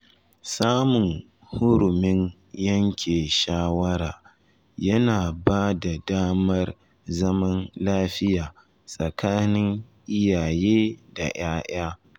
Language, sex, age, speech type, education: Hausa, male, 15-29, spontaneous, tertiary